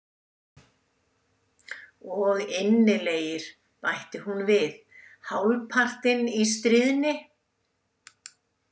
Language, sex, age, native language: Icelandic, female, 70-79, Icelandic